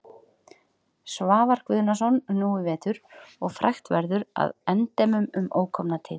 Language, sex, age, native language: Icelandic, female, 40-49, Icelandic